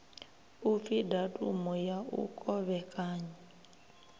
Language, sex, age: Venda, female, 23